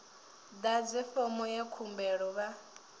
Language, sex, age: Venda, female, 20